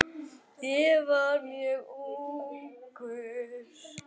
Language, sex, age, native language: Icelandic, female, 10, Icelandic